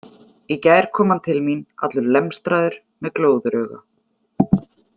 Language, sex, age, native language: Icelandic, female, 40-49, Icelandic